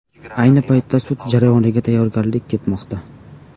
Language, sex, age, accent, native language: Uzbek, male, 18-24, Farg'ona, Uzbek